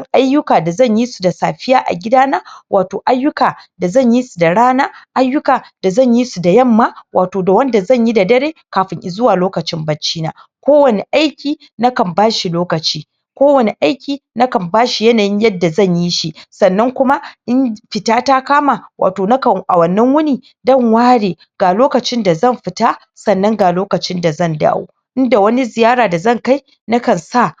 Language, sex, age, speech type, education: Hausa, female, 46-60, spontaneous, tertiary